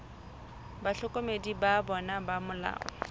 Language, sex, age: Southern Sotho, female, 25